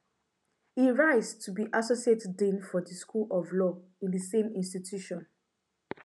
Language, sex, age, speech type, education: Nigerian Pidgin, female, 15-29, spontaneous, tertiary